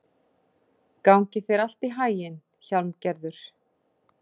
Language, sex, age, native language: Icelandic, female, 40-49, Icelandic